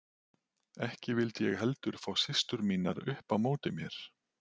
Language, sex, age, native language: Icelandic, male, 40-49, Icelandic